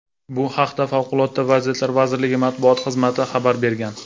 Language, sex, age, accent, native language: Uzbek, male, 19-29, Jizzax, Uzbek